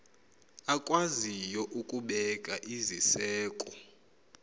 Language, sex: Xhosa, male